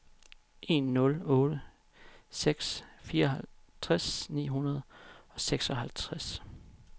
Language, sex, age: Danish, male, 31